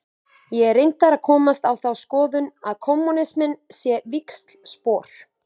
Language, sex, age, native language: Icelandic, female, 20-29, Icelandic